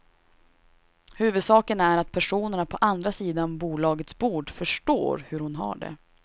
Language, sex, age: Swedish, female, 26